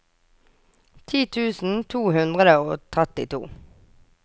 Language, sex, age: Norwegian, female, 24